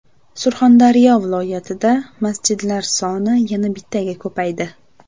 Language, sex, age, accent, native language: Uzbek, female, 18-24, Namangan, Uzbek